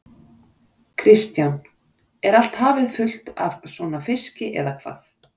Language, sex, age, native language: Icelandic, female, 40-49, Icelandic